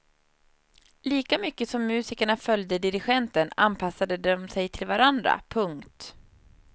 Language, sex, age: Swedish, female, 30